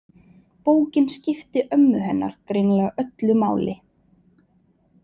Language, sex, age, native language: Icelandic, female, 20-29, Icelandic